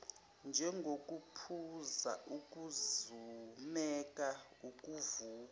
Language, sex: Zulu, female